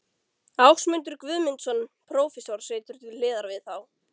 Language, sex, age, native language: Icelandic, female, 13, Icelandic